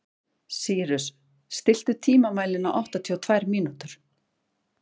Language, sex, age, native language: Icelandic, female, 40-49, Icelandic